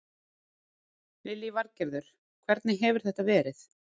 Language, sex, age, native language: Icelandic, female, 40-49, Icelandic